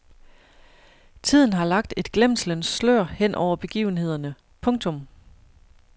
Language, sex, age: Danish, female, 41